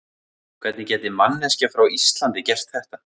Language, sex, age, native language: Icelandic, male, 40-49, Icelandic